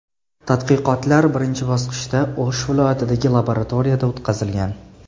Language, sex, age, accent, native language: Uzbek, male, 18-24, Jizzax, Uzbek